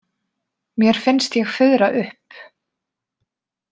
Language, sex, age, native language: Icelandic, female, 20-29, Icelandic